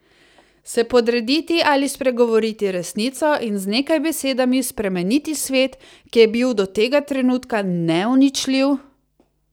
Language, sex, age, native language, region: Slovenian, female, 30-49, Slovenian, Savinja region